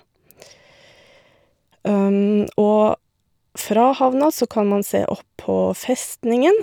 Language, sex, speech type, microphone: Norwegian, female, spontaneous, Shure